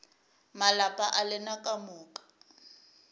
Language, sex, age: Northern Sotho, female, 27